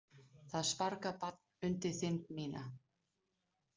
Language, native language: Icelandic, Danish